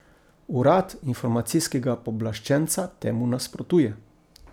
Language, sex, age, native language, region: Slovenian, male, 50-59, Slovenian, Coastal Karst region